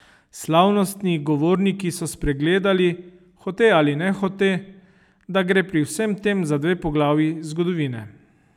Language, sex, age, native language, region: Slovenian, male, 30-49, Slovenian, Savinja region